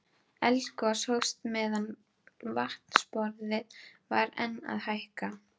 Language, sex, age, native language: Icelandic, female, 12, Icelandic